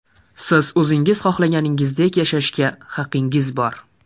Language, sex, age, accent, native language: Uzbek, male, 18-24, Surxondaryo, Uzbek